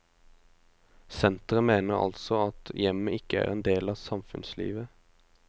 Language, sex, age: Norwegian, male, 25